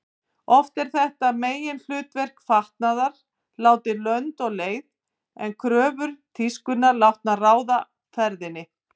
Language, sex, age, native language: Icelandic, female, 50-59, Icelandic